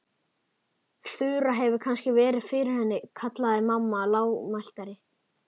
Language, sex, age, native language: Icelandic, male, 11, Icelandic